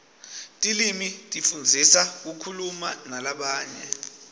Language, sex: Swati, male